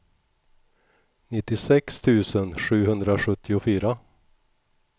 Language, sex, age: Swedish, male, 61